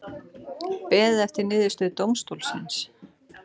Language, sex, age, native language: Icelandic, female, 40-49, Icelandic